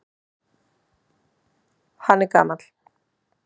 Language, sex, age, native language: Icelandic, male, 10, Icelandic